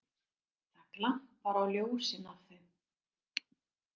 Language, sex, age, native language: Icelandic, female, 60-69, Icelandic